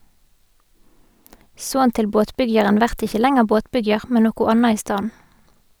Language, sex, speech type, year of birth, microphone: Norwegian, female, read, 1985, Sennheiser